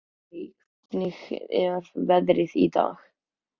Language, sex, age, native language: Icelandic, male, 14, Icelandic